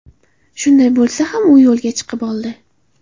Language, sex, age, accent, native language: Uzbek, female, 18-24, Xorazm, Uzbek